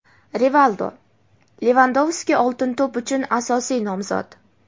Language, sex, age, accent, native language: Uzbek, female, 18-24, Namangan, Uzbek